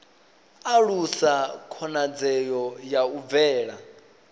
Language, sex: Venda, male